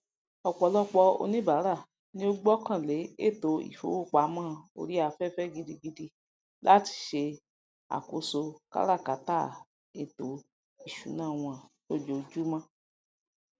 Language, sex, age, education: Yoruba, female, 46-60, tertiary